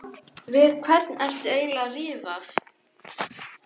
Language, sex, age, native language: Icelandic, female, 11, Icelandic